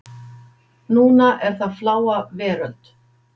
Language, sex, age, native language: Icelandic, female, 50-59, Icelandic